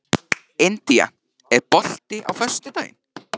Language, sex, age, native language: Icelandic, male, 13, Icelandic